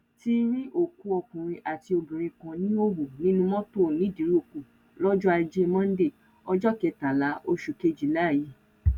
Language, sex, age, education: Yoruba, female, 15-29, tertiary